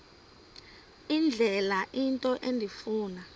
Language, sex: Xhosa, female